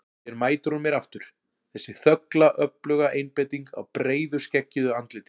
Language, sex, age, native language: Icelandic, male, 40-49, Icelandic